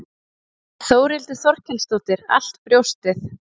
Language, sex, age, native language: Icelandic, female, 30-39, Icelandic